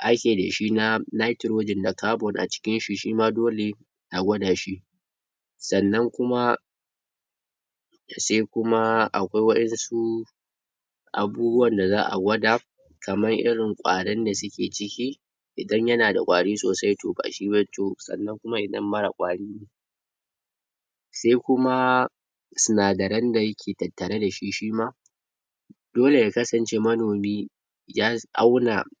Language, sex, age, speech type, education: Hausa, male, 46-60, spontaneous, tertiary